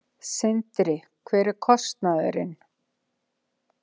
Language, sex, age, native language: Icelandic, female, 60-69, Icelandic